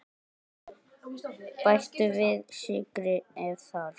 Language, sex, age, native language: Icelandic, male, 10, Icelandic